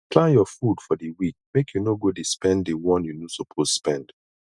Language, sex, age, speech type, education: Nigerian Pidgin, male, 30-45, spontaneous, tertiary